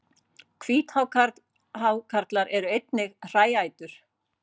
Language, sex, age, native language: Icelandic, female, 40-49, Icelandic